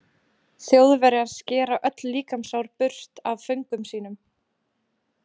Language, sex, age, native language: Icelandic, female, 20-29, Icelandic